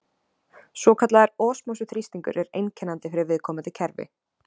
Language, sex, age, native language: Icelandic, female, 20-29, Icelandic